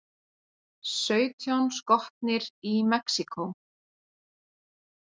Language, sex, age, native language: Icelandic, female, 40-49, Icelandic